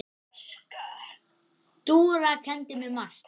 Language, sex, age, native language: Icelandic, male, 10, Icelandic